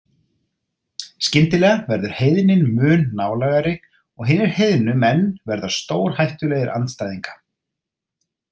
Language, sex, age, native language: Icelandic, male, 30-39, Icelandic